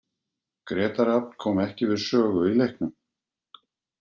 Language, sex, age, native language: Icelandic, male, 50-59, Icelandic